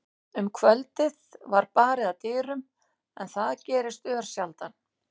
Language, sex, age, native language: Icelandic, female, 60-69, Icelandic